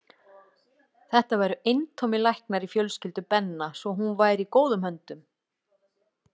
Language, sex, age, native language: Icelandic, female, 40-49, Icelandic